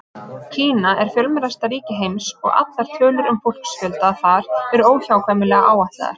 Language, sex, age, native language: Icelandic, female, 30-39, Icelandic